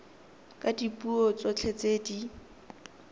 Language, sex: Tswana, female